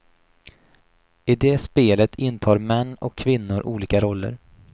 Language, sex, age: Swedish, male, 28